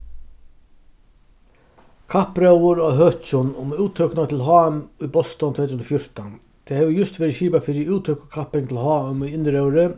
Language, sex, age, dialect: Faroese, male, 36-60, Vágar